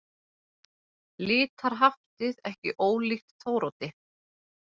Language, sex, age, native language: Icelandic, female, 30-39, Icelandic